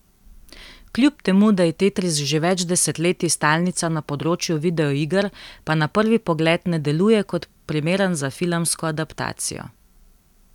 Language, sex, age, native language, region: Slovenian, female, 18-29, Slovenian, Central Slovenia